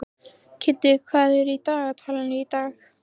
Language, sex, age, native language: Icelandic, female, 13, Icelandic